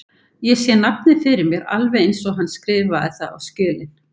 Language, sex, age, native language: Icelandic, female, 50-59, Icelandic